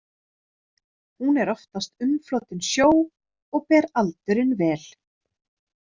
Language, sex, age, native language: Icelandic, female, 30-39, Icelandic